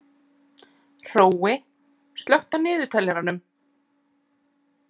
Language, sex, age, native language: Icelandic, female, 40-49, Icelandic